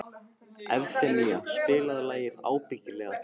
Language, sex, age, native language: Icelandic, male, 15, Icelandic